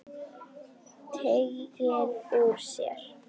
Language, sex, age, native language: Icelandic, female, 10, Icelandic